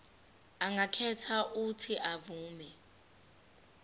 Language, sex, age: Zulu, female, 25